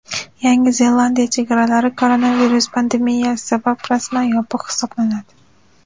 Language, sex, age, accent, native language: Uzbek, female, under 19, Farg'ona, Uzbek